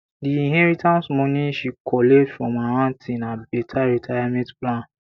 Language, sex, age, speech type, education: Nigerian Pidgin, male, 15-29, spontaneous, tertiary